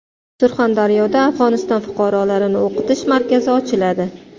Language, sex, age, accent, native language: Uzbek, female, 35+, Toshkent shahri, Uzbek